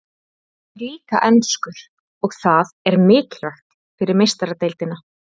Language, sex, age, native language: Icelandic, female, 30-39, Icelandic